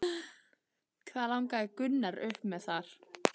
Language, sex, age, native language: Icelandic, female, 15, Icelandic